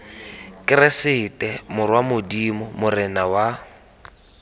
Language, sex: Tswana, male